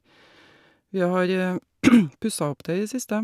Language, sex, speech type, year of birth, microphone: Norwegian, female, spontaneous, 1961, Shure